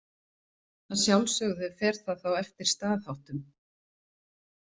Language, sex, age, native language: Icelandic, female, 40-49, Icelandic